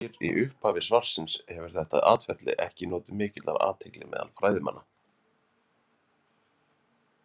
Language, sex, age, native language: Icelandic, male, 30-39, Icelandic